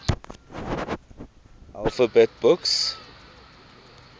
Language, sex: English, male